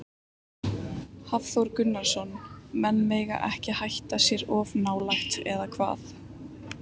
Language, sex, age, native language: Icelandic, female, 18-19, Icelandic